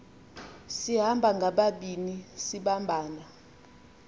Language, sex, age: Xhosa, female, 20